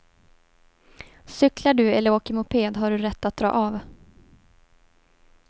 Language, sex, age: Swedish, female, 18